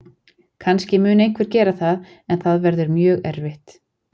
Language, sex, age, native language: Icelandic, female, 40-49, Icelandic